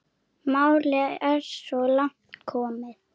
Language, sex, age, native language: Icelandic, female, 7, Icelandic